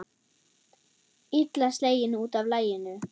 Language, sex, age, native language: Icelandic, female, 9, German